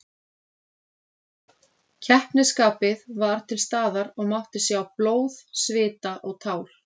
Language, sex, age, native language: Icelandic, female, 30-39, Icelandic